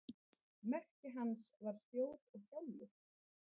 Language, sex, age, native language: Icelandic, female, 30-39, Icelandic